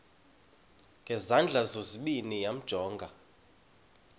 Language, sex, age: Xhosa, male, 31